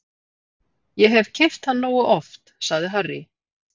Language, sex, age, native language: Icelandic, female, 40-49, Icelandic